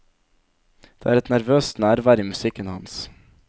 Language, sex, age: Norwegian, male, 17